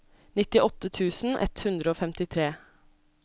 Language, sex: Norwegian, female